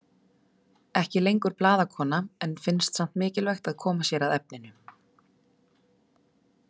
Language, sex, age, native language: Icelandic, female, 30-39, Icelandic